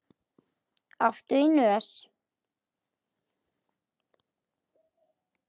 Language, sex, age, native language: Icelandic, female, 8, Icelandic